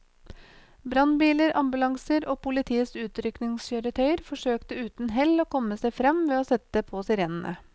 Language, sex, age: Norwegian, female, 28